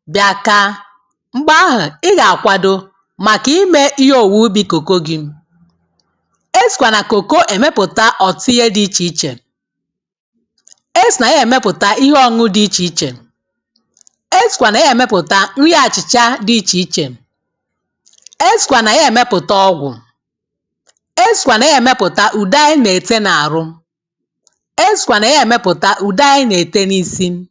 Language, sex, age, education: Igbo, female, 30-45, tertiary